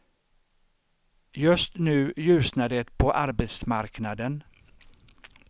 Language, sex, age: Swedish, male, 63